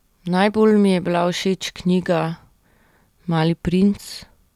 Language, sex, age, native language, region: Slovenian, female, 30-49, Slovenian, Central Slovenia